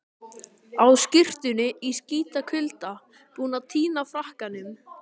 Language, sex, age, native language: Icelandic, male, 12, Icelandic